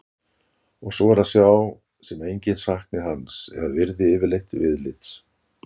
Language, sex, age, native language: Icelandic, male, 60-69, Icelandic